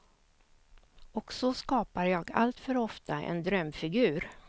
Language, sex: Swedish, female